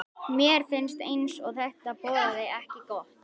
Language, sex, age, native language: Icelandic, male, 11, Icelandic